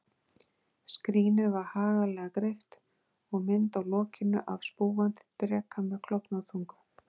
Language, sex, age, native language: Icelandic, female, 40-49, Icelandic